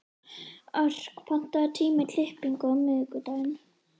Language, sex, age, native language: Icelandic, female, 11, Icelandic